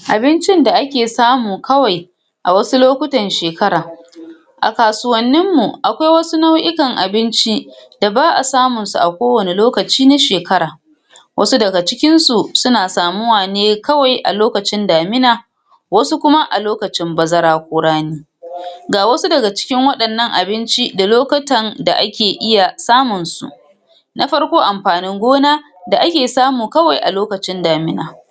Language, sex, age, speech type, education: Hausa, female, 46-60, spontaneous, tertiary